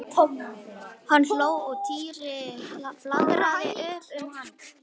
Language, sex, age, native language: Icelandic, male, 11, Icelandic